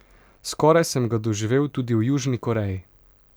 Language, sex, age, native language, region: Slovenian, male, 18-29, Slovenian, Pomurje region